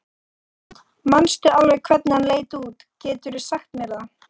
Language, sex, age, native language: Icelandic, female, 40-49, Icelandic